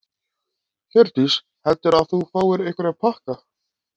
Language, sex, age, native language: Icelandic, male, 20-29, Icelandic